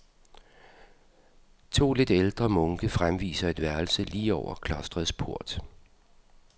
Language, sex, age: Danish, male, 52